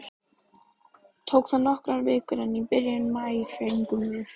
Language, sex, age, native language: Icelandic, female, 12, Icelandic